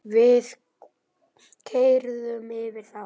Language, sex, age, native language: Icelandic, male, 8, Icelandic